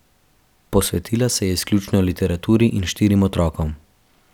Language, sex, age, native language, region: Slovenian, male, 12-17, Slovenian, Central Slovenia